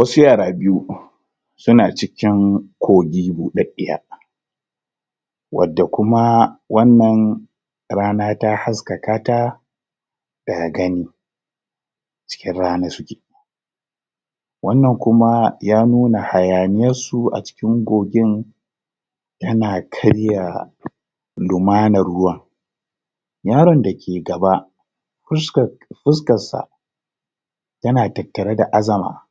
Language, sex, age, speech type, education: Hausa, male, 30-45, spontaneous, tertiary